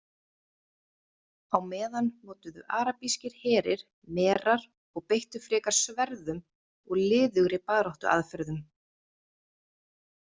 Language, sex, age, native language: Icelandic, female, 30-39, Icelandic